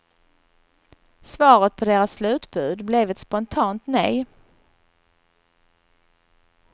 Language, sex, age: Swedish, female, 39